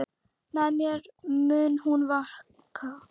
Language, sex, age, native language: Icelandic, female, 10, Icelandic